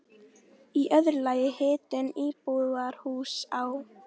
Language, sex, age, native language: Icelandic, female, 13, Icelandic